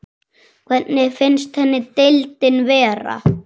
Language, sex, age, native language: Icelandic, male, 6, Icelandic